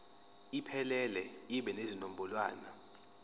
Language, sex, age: Zulu, male, 23